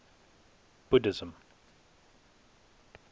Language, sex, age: English, male, 19